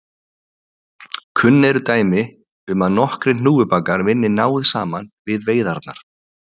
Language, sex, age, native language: Icelandic, male, 40-49, Icelandic